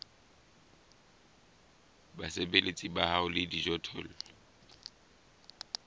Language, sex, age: Southern Sotho, male, 20